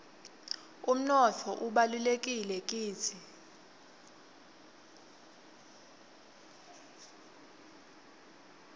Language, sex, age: Swati, female, 21